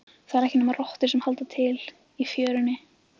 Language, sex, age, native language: Icelandic, female, 15, Icelandic